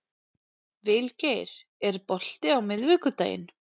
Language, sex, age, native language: Icelandic, female, 30-39, Icelandic